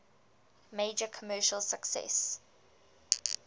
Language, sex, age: English, female, 20